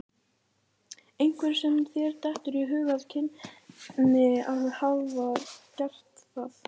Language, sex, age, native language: Icelandic, female, 18-19, Icelandic